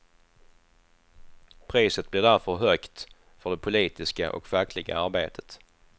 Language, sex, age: Swedish, male, 28